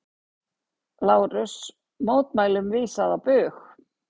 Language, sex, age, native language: Icelandic, female, 60-69, Icelandic